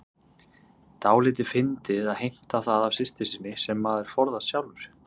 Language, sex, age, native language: Icelandic, male, 30-39, Icelandic